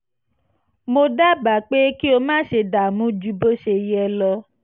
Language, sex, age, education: Yoruba, female, 15-29, tertiary